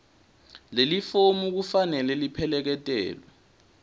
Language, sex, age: Swati, male, 20